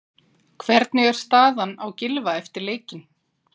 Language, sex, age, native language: Icelandic, female, 40-49, Icelandic